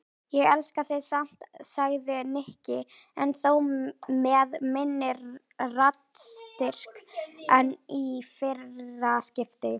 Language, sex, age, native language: Icelandic, female, 18-19, Icelandic